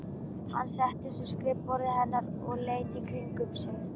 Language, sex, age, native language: Icelandic, female, 12, Icelandic